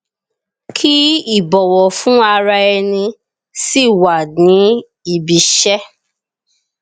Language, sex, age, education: Yoruba, female, 30-45, tertiary